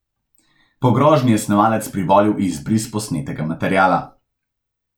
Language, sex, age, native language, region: Slovenian, male, 18-29, Slovenian, Central Slovenia